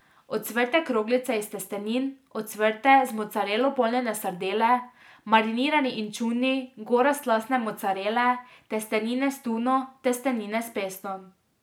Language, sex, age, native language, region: Slovenian, female, 18-29, Slovenian, Drava region